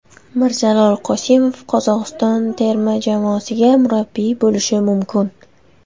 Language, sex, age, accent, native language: Uzbek, female, 19-29, Buxoro, Uzbek